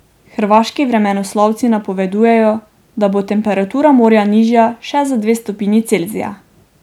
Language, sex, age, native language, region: Slovenian, female, 18-29, Slovenian, Drava region